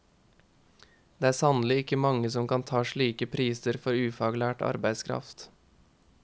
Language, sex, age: Norwegian, male, 21